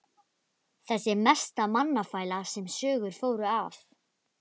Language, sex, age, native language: Icelandic, female, 11, Icelandic